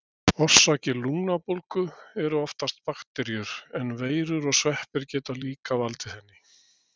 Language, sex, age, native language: Icelandic, male, 60-69, Icelandic